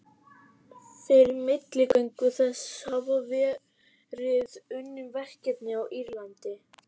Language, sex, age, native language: Icelandic, female, 11, Icelandic